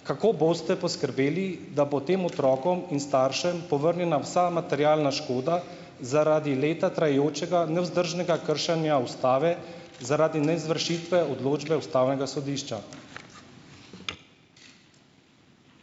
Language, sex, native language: Slovenian, male, Slovenian